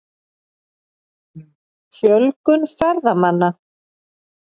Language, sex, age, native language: Icelandic, female, 40-49, Icelandic